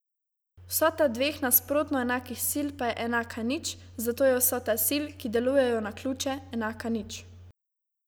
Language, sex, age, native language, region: Slovenian, female, 18-29, Slovenian, Savinja region